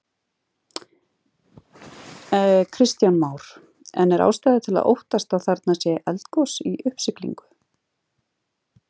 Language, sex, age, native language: Icelandic, female, 40-49, Icelandic